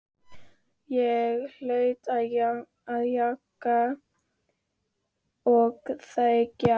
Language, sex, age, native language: Icelandic, female, 13, Icelandic